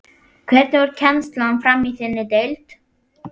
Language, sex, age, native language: Icelandic, female, 11, Icelandic